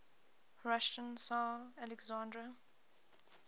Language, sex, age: English, female, 20